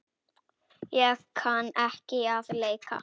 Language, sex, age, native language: Icelandic, female, 6, Icelandic